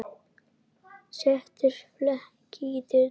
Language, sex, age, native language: Icelandic, female, 10, Icelandic